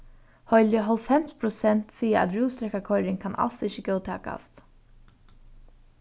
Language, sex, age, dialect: Faroese, female, 15-35, Norðuroyggjar